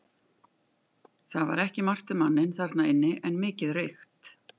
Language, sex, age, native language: Icelandic, female, 50-59, Icelandic